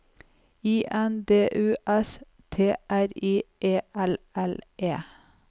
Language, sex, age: Norwegian, female, 45